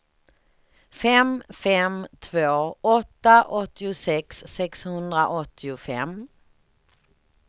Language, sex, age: Swedish, female, 38